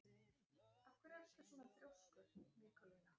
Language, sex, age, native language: Icelandic, female, 40-49, Icelandic